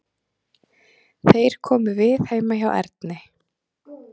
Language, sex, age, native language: Icelandic, female, 30-39, Icelandic